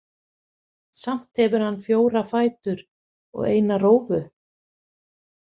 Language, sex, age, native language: Icelandic, female, 50-59, Icelandic